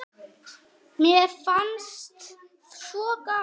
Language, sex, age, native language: Icelandic, male, 9, Icelandic